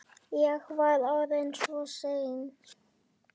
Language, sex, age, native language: Icelandic, male, 9, Icelandic